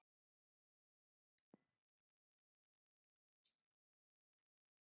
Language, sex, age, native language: Icelandic, female, 30-39, Icelandic